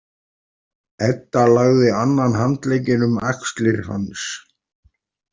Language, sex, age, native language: Icelandic, male, 40-49, Icelandic